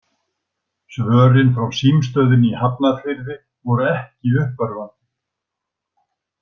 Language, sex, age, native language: Icelandic, male, 60-69, Icelandic